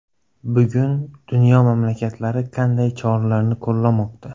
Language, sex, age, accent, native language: Uzbek, male, 18-24, Xorazm, Uzbek